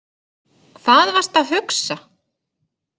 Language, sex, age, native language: Icelandic, female, 30-39, Icelandic